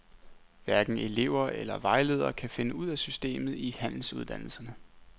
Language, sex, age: Danish, male, 29